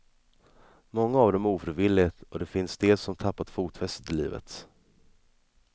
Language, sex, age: Swedish, male, 26